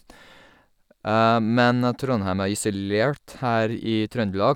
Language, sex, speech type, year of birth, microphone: Norwegian, male, spontaneous, 1983, Sennheiser